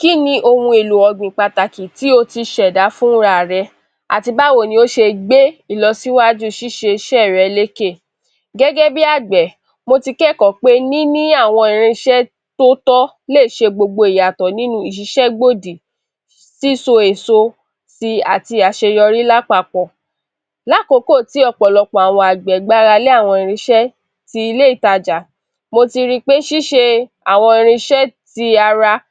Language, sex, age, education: Yoruba, female, 15-29, tertiary